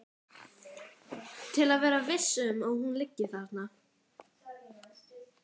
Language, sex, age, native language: Icelandic, female, 11, Icelandic